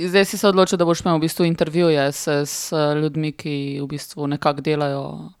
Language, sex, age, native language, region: Slovenian, female, 30-49, Slovenian, Primorsko-notranjska region